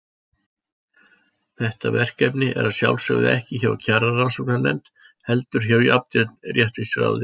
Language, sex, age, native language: Icelandic, male, 60-69, Icelandic